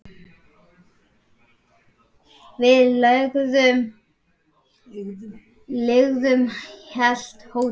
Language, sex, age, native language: Icelandic, male, 10, Icelandic